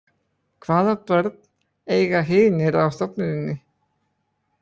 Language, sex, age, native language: Icelandic, male, 20-29, Icelandic